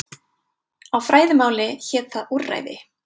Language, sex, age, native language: Icelandic, female, 20-29, Icelandic